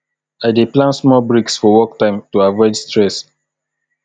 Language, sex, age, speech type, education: Nigerian Pidgin, male, 30-45, spontaneous, tertiary